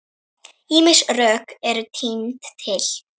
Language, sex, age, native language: Icelandic, female, 9, Icelandic